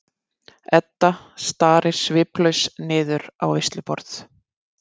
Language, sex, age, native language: Icelandic, female, 50-59, Icelandic